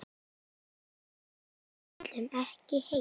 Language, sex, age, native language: Icelandic, female, 9, Icelandic